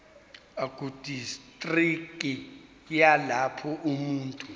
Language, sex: Zulu, male